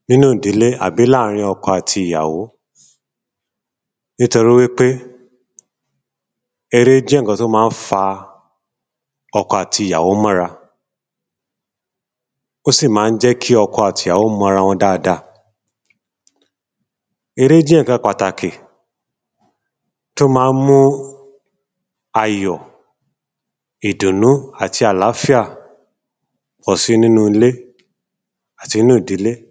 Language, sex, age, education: Yoruba, male, 30-45, tertiary